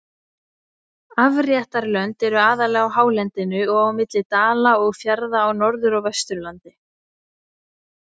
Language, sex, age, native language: Icelandic, female, 20-29, Icelandic